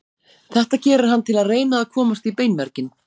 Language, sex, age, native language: Icelandic, female, 40-49, Icelandic